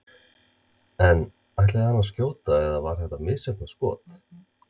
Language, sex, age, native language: Icelandic, male, 30-39, Icelandic